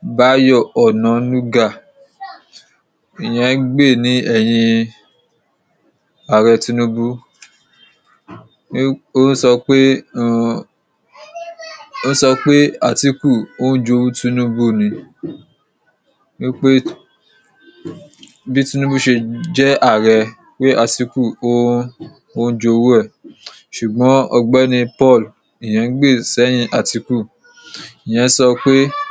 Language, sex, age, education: Yoruba, male, 15-29, secondary